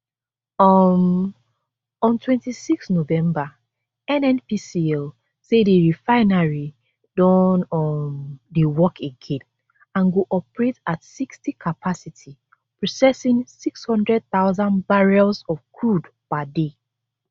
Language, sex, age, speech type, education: Nigerian Pidgin, female, 15-29, spontaneous, tertiary